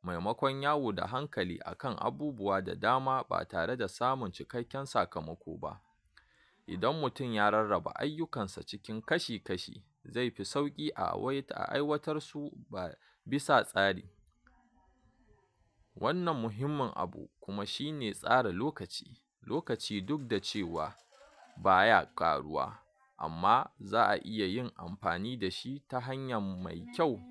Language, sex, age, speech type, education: Hausa, male, 46-60, spontaneous, tertiary